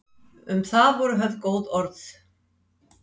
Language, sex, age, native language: Icelandic, female, 60-69, Icelandic